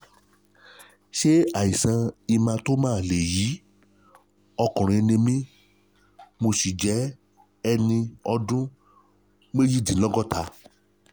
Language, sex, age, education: Yoruba, male, 30-45, tertiary